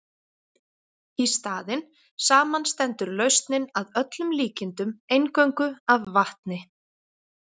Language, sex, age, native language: Icelandic, female, 40-49, Icelandic